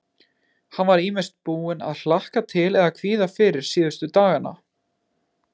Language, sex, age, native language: Icelandic, male, 20-29, Icelandic